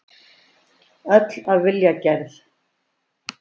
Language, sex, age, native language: Icelandic, female, 70-79, Icelandic